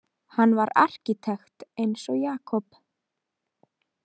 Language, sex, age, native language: Icelandic, female, 20-29, Icelandic